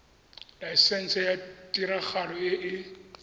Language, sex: Tswana, male